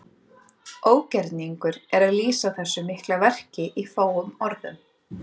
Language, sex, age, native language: Icelandic, female, 30-39, Icelandic